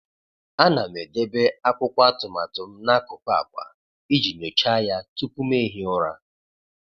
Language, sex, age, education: Igbo, male, 30-45, tertiary